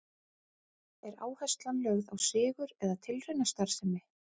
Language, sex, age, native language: Icelandic, female, 30-39, Icelandic